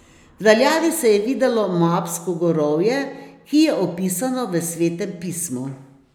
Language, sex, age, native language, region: Slovenian, female, 60+, Slovenian, Posavska region